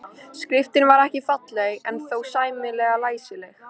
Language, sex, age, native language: Icelandic, female, 13, Icelandic